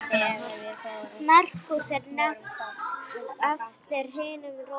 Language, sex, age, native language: Icelandic, female, 18-19, Icelandic